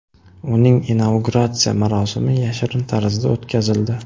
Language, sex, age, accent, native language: Uzbek, male, 18-24, Xorazm, Uzbek